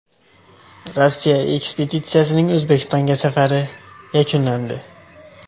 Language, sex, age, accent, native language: Uzbek, male, 18-24, Xorazm, Uzbek